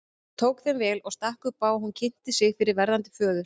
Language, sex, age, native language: Icelandic, female, 30-39, Icelandic